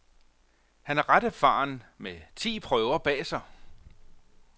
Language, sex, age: Danish, male, 45